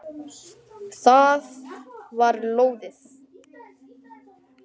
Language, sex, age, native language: Icelandic, male, 10, Icelandic